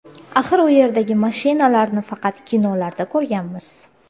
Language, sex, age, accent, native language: Uzbek, female, 25-34, Toshkent shahri, Uzbek